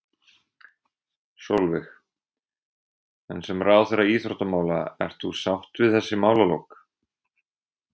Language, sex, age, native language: Icelandic, male, 20-29, Icelandic